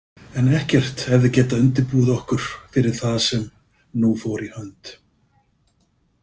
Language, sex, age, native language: Icelandic, male, 50-59, Icelandic